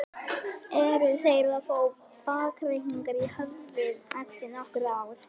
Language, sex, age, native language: Icelandic, female, 11, Icelandic